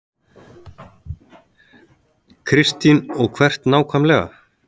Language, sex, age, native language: Icelandic, male, 30-39, Icelandic